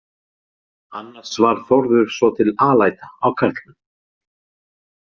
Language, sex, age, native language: Icelandic, male, 40-49, Icelandic